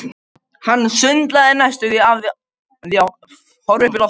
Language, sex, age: Icelandic, other, 50-59